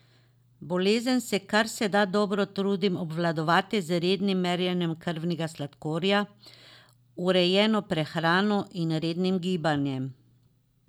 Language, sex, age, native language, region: Slovenian, female, 50-59, Slovenian, Drava region